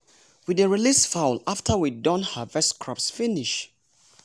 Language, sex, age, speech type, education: Nigerian Pidgin, male, 30-45, spontaneous, tertiary